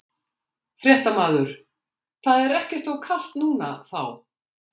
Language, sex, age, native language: Icelandic, female, 60-69, Icelandic